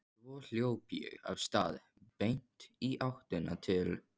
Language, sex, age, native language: Icelandic, male, 14, Icelandic